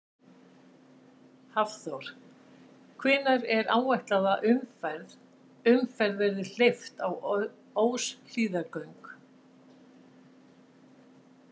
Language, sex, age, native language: Icelandic, female, 60-69, Icelandic